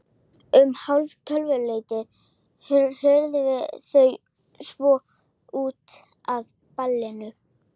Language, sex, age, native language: Icelandic, female, 12, Icelandic